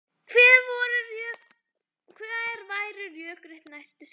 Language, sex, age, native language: Icelandic, male, 10, Icelandic